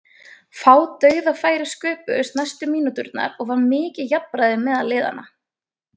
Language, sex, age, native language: Icelandic, female, 20-29, Icelandic